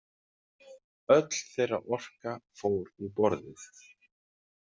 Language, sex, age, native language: Icelandic, male, 40-49, Icelandic